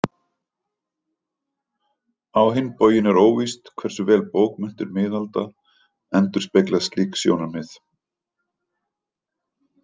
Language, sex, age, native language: Icelandic, male, 50-59, Icelandic